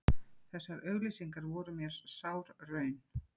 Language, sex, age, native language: Icelandic, female, 40-49, Icelandic